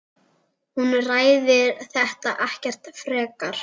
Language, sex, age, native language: Icelandic, female, 10, Icelandic